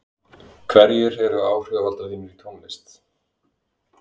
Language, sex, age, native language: Icelandic, male, 20-29, Icelandic